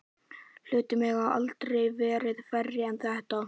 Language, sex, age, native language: Icelandic, male, 11, Icelandic